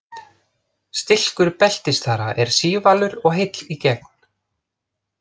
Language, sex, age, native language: Icelandic, other, 30-39, Icelandic